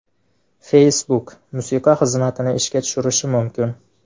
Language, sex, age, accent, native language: Uzbek, male, 18-24, Farg'ona, Uzbek